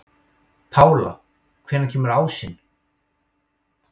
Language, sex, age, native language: Icelandic, male, 18-19, Icelandic